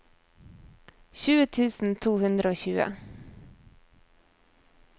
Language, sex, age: Norwegian, female, 24